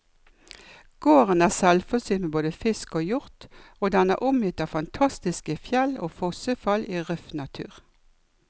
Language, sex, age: Norwegian, female, 56